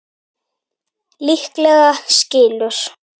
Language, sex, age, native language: Icelandic, female, 9, Icelandic